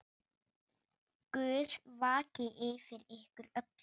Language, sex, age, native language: Icelandic, male, 8, Icelandic